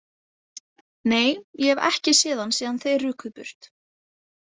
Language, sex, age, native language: Icelandic, female, 18-19, Icelandic